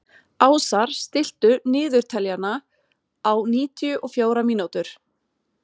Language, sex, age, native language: Icelandic, female, 40-49, Swedish